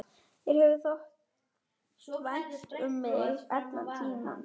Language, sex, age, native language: Icelandic, female, 11, German